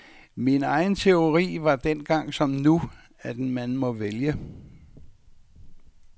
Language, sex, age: Danish, male, 64